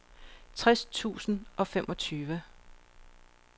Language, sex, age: Danish, female, 42